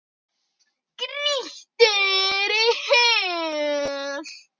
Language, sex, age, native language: Icelandic, male, 9, Icelandic